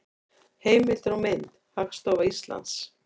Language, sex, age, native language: Icelandic, female, 40-49, Icelandic